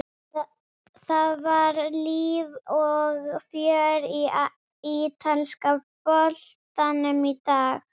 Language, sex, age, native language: Icelandic, female, 30-39, Icelandic